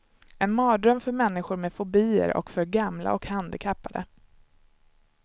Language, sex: Swedish, male